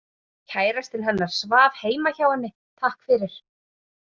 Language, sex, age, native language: Icelandic, female, 30-39, Icelandic